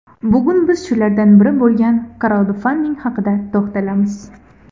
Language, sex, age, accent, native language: Uzbek, female, 18-24, Andijon, Uzbek